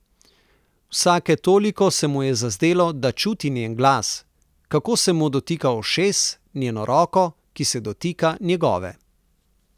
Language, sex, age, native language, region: Slovenian, male, 30-49, Slovenian, Southeast Slovenia